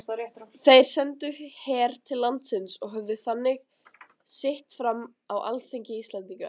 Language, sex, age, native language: Icelandic, other, 20-29, Icelandic